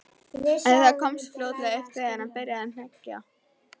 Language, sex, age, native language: Icelandic, female, 11, Icelandic